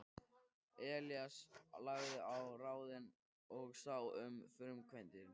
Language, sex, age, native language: Icelandic, male, 13, Icelandic